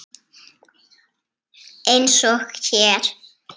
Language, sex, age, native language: Icelandic, female, 7, Icelandic